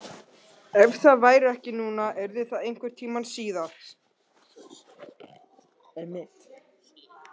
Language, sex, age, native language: Icelandic, other, 60-69, Russian